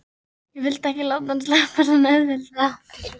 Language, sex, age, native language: Icelandic, female, 13, Icelandic